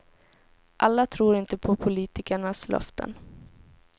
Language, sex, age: Swedish, female, 17